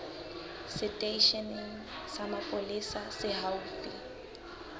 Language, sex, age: Southern Sotho, female, 19